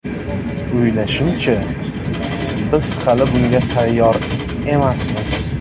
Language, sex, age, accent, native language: Uzbek, male, 25-34, Buxoro, Uzbek